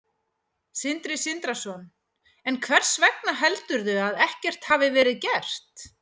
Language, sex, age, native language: Icelandic, female, 40-49, Icelandic